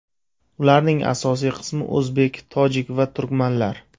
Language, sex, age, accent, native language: Uzbek, male, 25-34, Surxondaryo, Uzbek